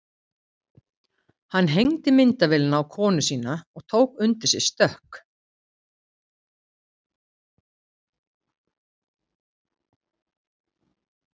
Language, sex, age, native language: Icelandic, female, 50-59, Icelandic